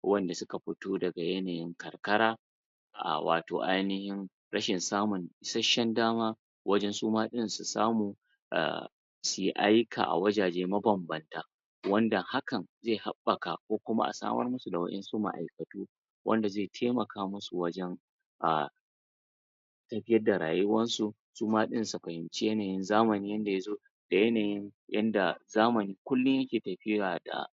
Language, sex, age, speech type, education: Hausa, male, 30-45, spontaneous, tertiary